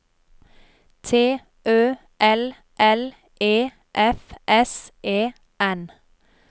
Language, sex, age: Norwegian, female, 30